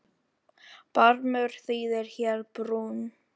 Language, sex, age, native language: Icelandic, male, 10, Filipino